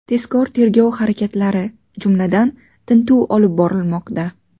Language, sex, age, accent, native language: Uzbek, female, 19-29, Navoiy, Uzbek